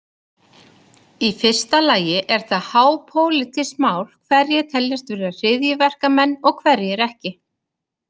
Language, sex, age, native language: Icelandic, female, 30-39, Icelandic